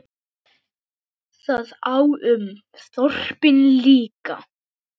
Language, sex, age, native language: Icelandic, male, 9, Icelandic